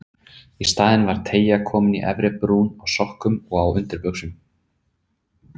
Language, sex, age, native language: Icelandic, male, 30-39, Icelandic